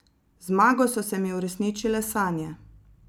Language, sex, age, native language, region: Slovenian, female, 30-49, Slovenian, Zasavska region